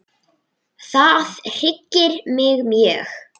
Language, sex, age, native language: Icelandic, male, 9, Icelandic